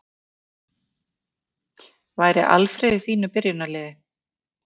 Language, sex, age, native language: Icelandic, female, 50-59, Icelandic